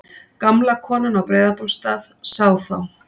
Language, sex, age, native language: Icelandic, female, 50-59, Icelandic